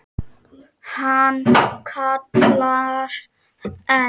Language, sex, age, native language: Icelandic, male, 5, Czech